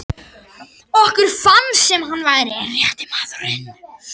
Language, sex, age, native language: Icelandic, male, 60-69, Icelandic